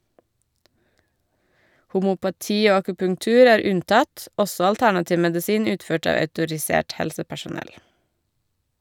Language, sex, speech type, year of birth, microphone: Norwegian, female, read, 1982, Shure